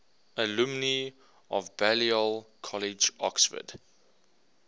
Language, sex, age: English, male, 24